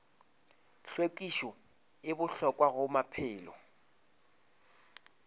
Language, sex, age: Northern Sotho, male, 26